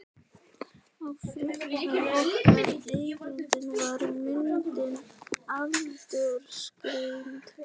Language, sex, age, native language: Icelandic, male, 12, Icelandic